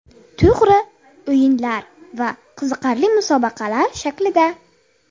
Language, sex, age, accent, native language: Uzbek, female, 30-39, Buxoro, Uzbek